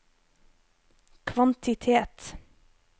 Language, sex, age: Norwegian, female, 25